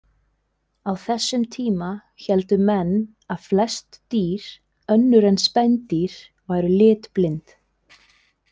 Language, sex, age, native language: Icelandic, female, 20-29, Icelandic